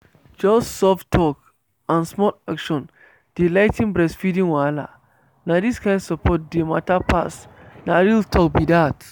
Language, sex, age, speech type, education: Nigerian Pidgin, male, 15-29, spontaneous, tertiary